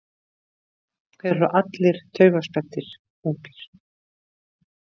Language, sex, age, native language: Icelandic, female, 60-69, Icelandic